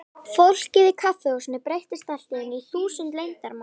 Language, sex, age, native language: Icelandic, male, 11, Icelandic